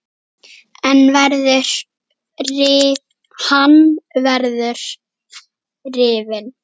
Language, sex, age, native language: Icelandic, female, 8, Icelandic